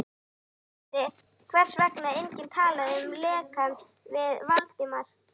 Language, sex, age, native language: Icelandic, female, 11, Icelandic